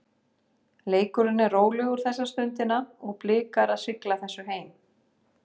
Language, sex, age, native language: Icelandic, female, 50-59, Icelandic